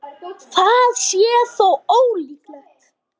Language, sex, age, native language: Icelandic, female, 50-59, Icelandic